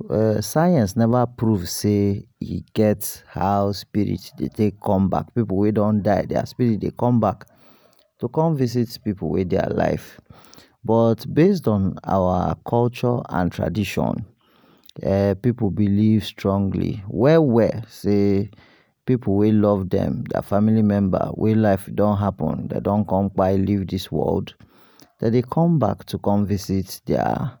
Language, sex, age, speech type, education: Nigerian Pidgin, male, 30-45, spontaneous, tertiary